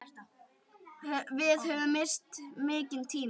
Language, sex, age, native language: Icelandic, female, 9, Icelandic